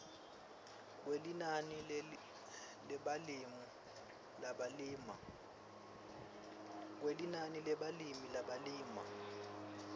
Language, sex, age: Swati, male, 23